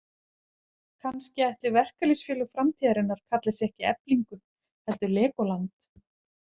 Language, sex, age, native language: Icelandic, female, 40-49, Icelandic